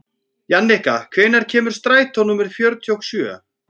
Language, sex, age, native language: Icelandic, female, 14, Icelandic